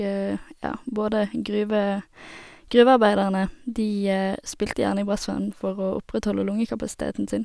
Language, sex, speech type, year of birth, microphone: Norwegian, female, spontaneous, 1991, Sennheiser